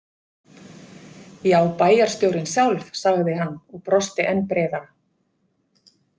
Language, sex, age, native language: Icelandic, female, 50-59, Icelandic